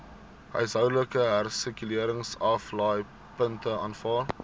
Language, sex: Afrikaans, male